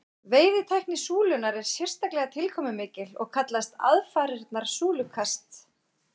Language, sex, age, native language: Icelandic, female, 40-49, Icelandic